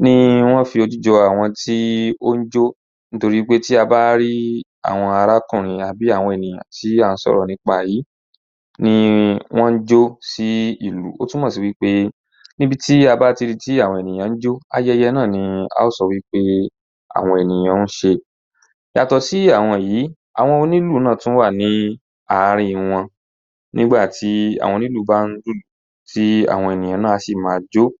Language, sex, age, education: Yoruba, male, 15-29, tertiary